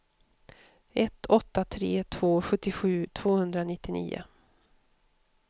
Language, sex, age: Swedish, female, 52